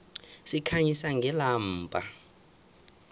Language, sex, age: South Ndebele, male, 24